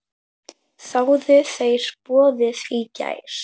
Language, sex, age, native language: Icelandic, female, 10, Icelandic